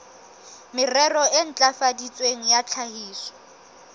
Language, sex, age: Southern Sotho, female, 23